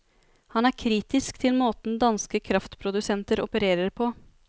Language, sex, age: Norwegian, female, 33